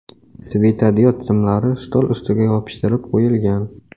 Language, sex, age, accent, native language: Uzbek, male, 18-24, Samarqand, Uzbek